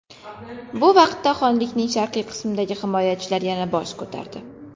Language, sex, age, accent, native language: Uzbek, female, 19-29, Qashqadaryo, Uzbek